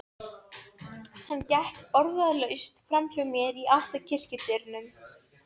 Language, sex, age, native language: Icelandic, female, 12, Serbo-Croatian